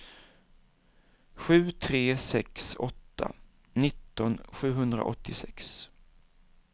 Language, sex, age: Swedish, male, 47